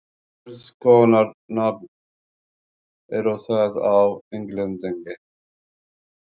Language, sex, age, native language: Icelandic, male, 40-49, Arabic